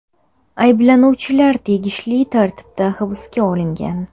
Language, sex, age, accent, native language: Uzbek, female, under 19, Toshkent shahri, Uzbek